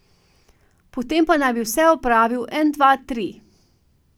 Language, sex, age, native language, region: Slovenian, female, 50-59, Slovenian, Drava region